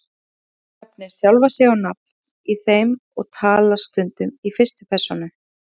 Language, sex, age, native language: Icelandic, female, 30-39, Icelandic